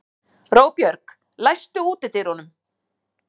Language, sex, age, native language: Icelandic, female, 50-59, Icelandic